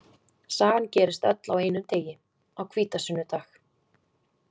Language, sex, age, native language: Icelandic, female, 20-29, Icelandic